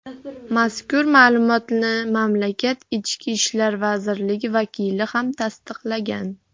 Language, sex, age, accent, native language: Uzbek, female, 40-49, Farg'ona, Uzbek